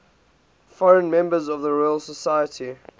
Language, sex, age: English, male, 18